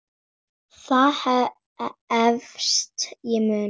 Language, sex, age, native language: Icelandic, female, 9, Icelandic